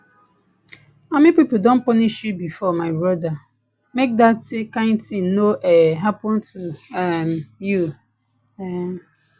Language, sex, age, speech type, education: Nigerian Pidgin, female, 15-29, spontaneous, tertiary